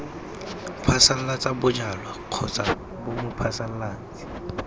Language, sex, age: Tswana, male, 18